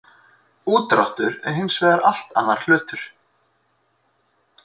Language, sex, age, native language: Icelandic, male, 30-39, Icelandic